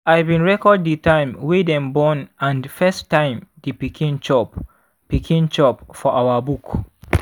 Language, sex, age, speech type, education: Nigerian Pidgin, male, 15-29, spontaneous, secondary